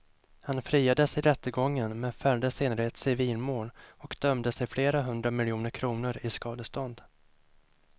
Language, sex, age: Swedish, male, 25